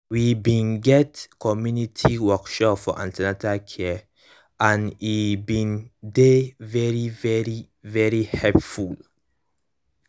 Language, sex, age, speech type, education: Nigerian Pidgin, male, 15-29, spontaneous, tertiary